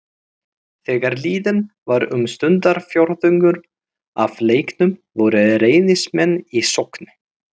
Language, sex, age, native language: Icelandic, male, 30-39, Icelandic